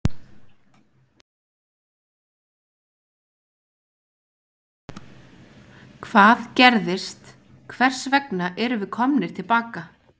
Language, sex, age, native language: Icelandic, female, 20-29, Icelandic